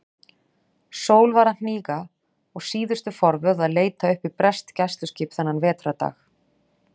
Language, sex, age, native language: Icelandic, female, 40-49, Icelandic